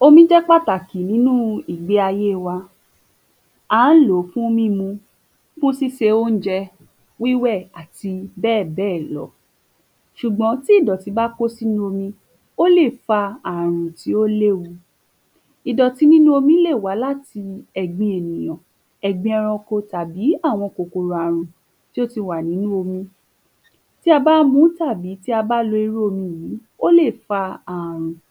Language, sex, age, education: Yoruba, female, 15-29, tertiary